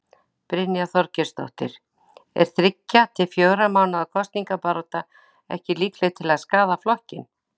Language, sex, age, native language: Icelandic, female, 60-69, Icelandic